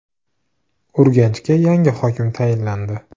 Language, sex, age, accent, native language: Uzbek, male, 18-24, Farg'ona, Uzbek